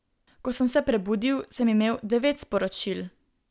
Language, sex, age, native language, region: Slovenian, female, 18-29, Slovenian, Southeast Slovenia